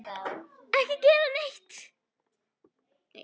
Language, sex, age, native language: Icelandic, female, 9, Icelandic